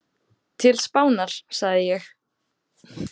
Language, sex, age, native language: Icelandic, female, 18-19, Icelandic